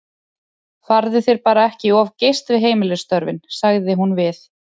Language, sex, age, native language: Icelandic, male, 30-39, Icelandic